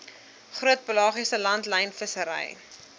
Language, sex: Afrikaans, female